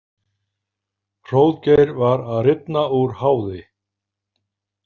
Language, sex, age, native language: Icelandic, male, 50-59, Icelandic